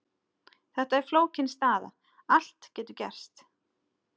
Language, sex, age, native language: Icelandic, female, 30-39, Icelandic